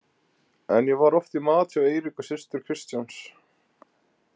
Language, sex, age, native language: Icelandic, male, 20-29, Icelandic